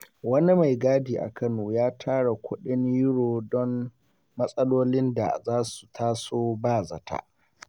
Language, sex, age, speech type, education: Hausa, male, 15-29, spontaneous, secondary